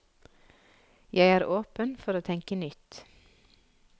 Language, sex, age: Norwegian, female, 46